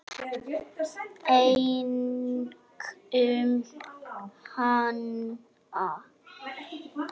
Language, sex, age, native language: Icelandic, female, 6, Icelandic